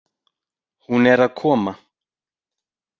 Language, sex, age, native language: Icelandic, male, 40-49, Icelandic